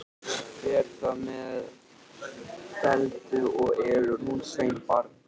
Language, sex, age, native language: Icelandic, male, 13, Icelandic